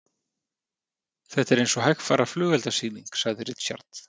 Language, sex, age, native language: Icelandic, male, 30-39, Icelandic